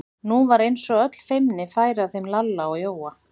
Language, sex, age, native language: Icelandic, female, 40-49, Icelandic